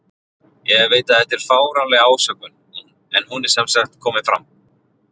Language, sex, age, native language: Icelandic, male, 40-49, Icelandic